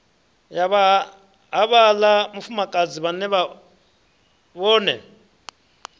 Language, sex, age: Venda, male, 33